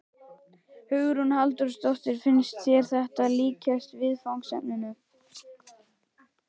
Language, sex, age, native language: Icelandic, male, 11, Icelandic